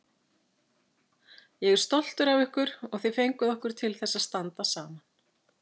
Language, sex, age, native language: Icelandic, female, 50-59, Icelandic